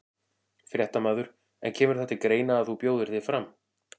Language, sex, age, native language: Icelandic, male, 40-49, Icelandic